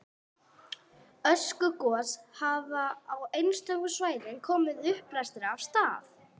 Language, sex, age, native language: Icelandic, female, 30-39, English